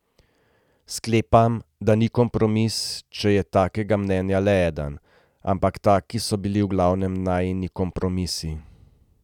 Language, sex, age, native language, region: Slovenian, male, 30-49, Slovenian, Gorenjska region